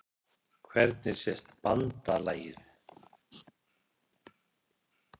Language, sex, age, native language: Icelandic, male, 60-69, Icelandic